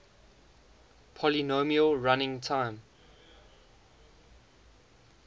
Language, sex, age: English, male, 19